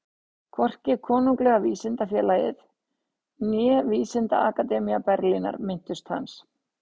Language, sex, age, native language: Icelandic, female, 60-69, Icelandic